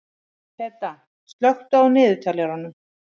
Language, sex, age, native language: Icelandic, female, 40-49, Icelandic